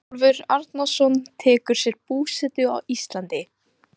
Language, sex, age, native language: Icelandic, female, 18-19, Icelandic